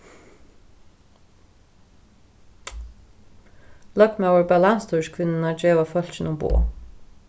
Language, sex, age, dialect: Faroese, female, 36-60, Norðurstreymoy/Eysturoy